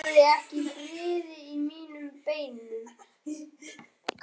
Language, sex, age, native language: Icelandic, male, 13, Icelandic